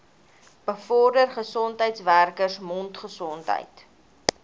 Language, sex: Afrikaans, female